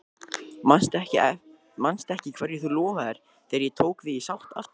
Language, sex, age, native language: Icelandic, male, 20-29, Icelandic